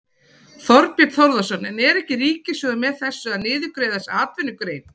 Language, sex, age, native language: Icelandic, female, 40-49, Icelandic